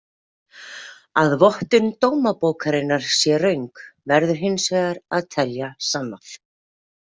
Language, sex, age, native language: Icelandic, female, 40-49, Icelandic